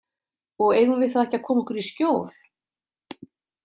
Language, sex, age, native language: Icelandic, female, 50-59, Icelandic